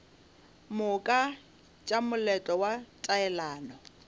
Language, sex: Northern Sotho, female